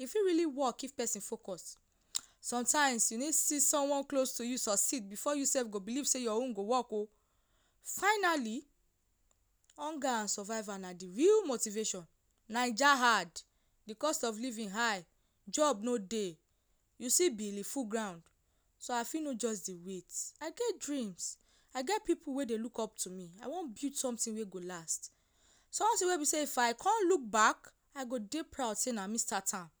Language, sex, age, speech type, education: Nigerian Pidgin, female, 15-29, spontaneous, tertiary